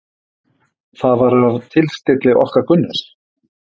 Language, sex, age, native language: Icelandic, male, 50-59, Icelandic